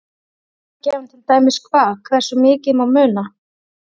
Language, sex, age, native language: Icelandic, female, 30-39, Icelandic